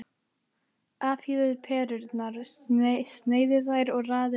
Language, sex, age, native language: Icelandic, female, 11, Icelandic